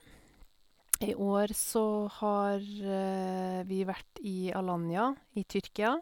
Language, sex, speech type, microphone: Norwegian, female, spontaneous, Sennheiser